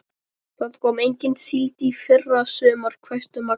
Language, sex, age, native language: Icelandic, male, 12, Icelandic